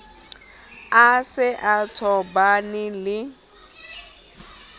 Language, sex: Southern Sotho, female